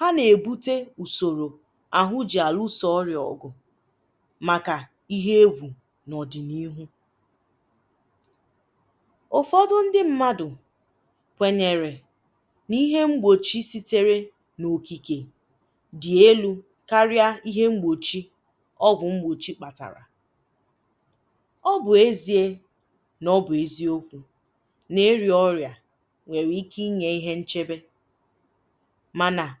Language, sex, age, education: Igbo, female, 15-29, tertiary